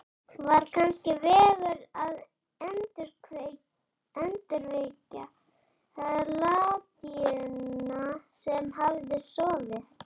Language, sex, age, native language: Icelandic, male, 11, Icelandic